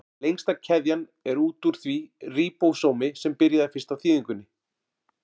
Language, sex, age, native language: Icelandic, male, 40-49, Icelandic